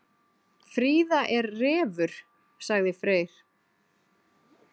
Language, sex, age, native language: Icelandic, female, 40-49, Icelandic